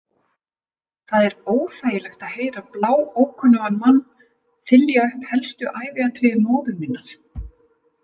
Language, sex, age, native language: Icelandic, female, 50-59, Icelandic